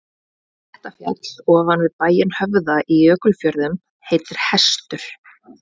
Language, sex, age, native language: Icelandic, female, 20-29, Icelandic